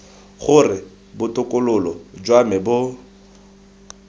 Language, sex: Tswana, male